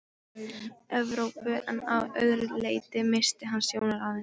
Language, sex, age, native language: Icelandic, female, 13, Polish